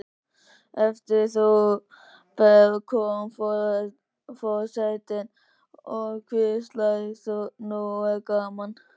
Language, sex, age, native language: Icelandic, male, 13, Icelandic